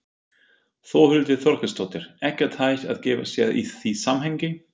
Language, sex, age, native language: Icelandic, male, 50-59, German